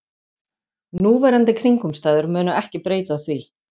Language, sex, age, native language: Icelandic, female, 40-49, Icelandic